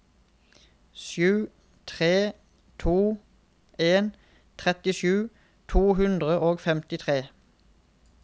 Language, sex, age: Norwegian, male, 31